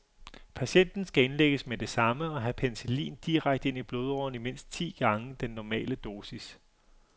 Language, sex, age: Danish, male, 35